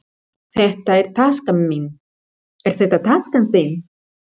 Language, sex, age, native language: Icelandic, female, 40-49, Spanish